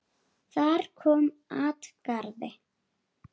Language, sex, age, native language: Icelandic, female, 8, Icelandic